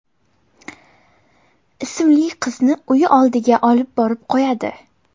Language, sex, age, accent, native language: Uzbek, female, 18-24, Toshkent shahri, Uzbek